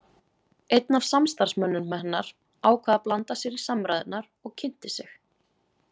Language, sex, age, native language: Icelandic, female, 20-29, Icelandic